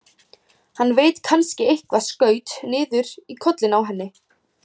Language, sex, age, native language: Icelandic, female, 18-19, Icelandic